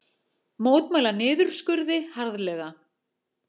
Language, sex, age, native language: Icelandic, female, 40-49, Icelandic